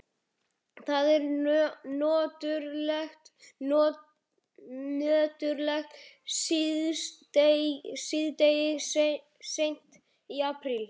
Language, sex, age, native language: Icelandic, male, 11, Icelandic